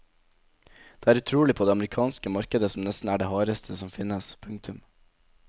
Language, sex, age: Norwegian, male, 17